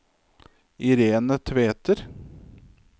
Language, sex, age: Norwegian, male, 27